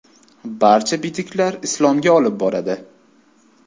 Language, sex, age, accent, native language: Uzbek, male, 25-34, Toshkent viloyati, Uzbek